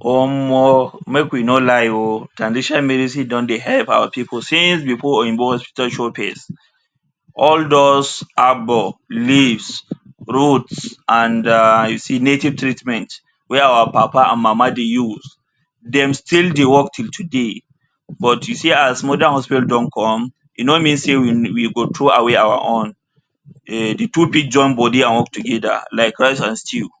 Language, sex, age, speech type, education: Nigerian Pidgin, male, 30-45, spontaneous, tertiary